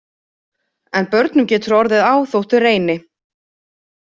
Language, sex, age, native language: Icelandic, female, 30-39, Icelandic